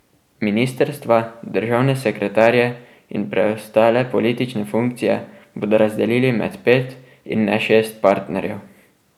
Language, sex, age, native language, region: Slovenian, male, 12-17, Slovenian, Drava region